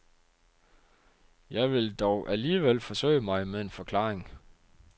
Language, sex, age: Danish, male, 30